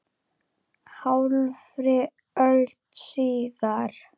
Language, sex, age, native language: Icelandic, female, 9, Icelandic